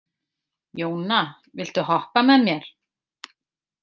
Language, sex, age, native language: Icelandic, female, 50-59, Icelandic